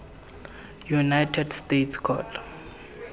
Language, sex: Tswana, male